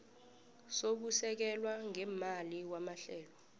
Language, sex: South Ndebele, female